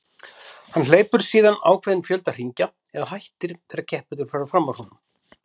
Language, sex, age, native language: Icelandic, male, 50-59, Icelandic